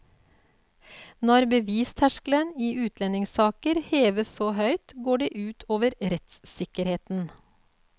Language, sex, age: Norwegian, female, 48